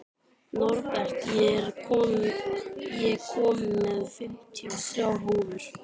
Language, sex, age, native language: Icelandic, male, 12, Icelandic